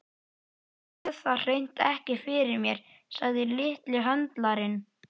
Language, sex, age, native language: Icelandic, male, 11, Icelandic